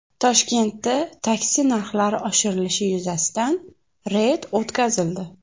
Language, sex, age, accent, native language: Uzbek, female, 25-34, Toshkent viloyati, Uzbek